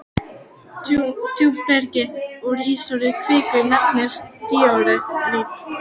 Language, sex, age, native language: Icelandic, female, 12, Icelandic